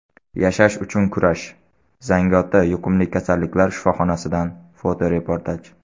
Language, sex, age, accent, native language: Uzbek, male, 19-29, Sirdaryo, Uzbek